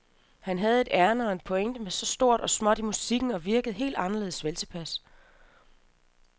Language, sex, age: Danish, female, 27